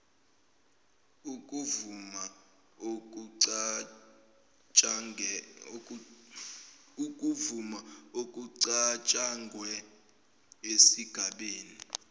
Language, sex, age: Zulu, male, 18